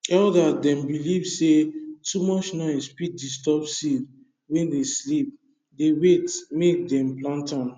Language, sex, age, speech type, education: Nigerian Pidgin, male, 15-29, spontaneous, tertiary